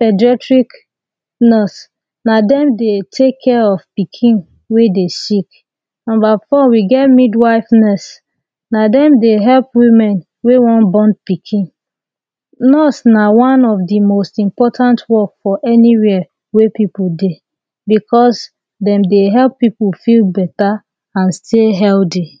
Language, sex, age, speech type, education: Nigerian Pidgin, female, 30-45, spontaneous, tertiary